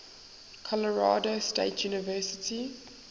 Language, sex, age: English, female, 19